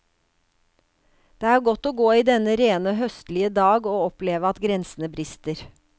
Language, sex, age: Norwegian, female, 56